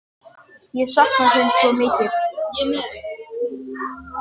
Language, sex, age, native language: Icelandic, male, 10, Icelandic